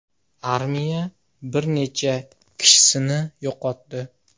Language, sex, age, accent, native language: Uzbek, male, 18-24, Xorazm, Uzbek